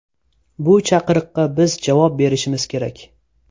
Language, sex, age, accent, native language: Uzbek, male, 18-24, Toshkent viloyati, Uzbek